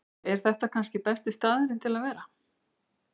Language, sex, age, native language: Icelandic, female, 50-59, Icelandic